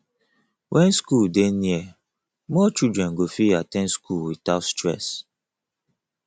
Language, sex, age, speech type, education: Nigerian Pidgin, male, 30-45, spontaneous, tertiary